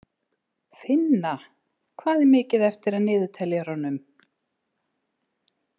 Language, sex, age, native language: Icelandic, female, 60-69, Icelandic